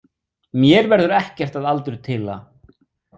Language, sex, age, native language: Icelandic, male, 40-49, Icelandic